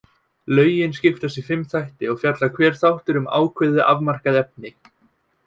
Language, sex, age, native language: Icelandic, male, 18-19, Icelandic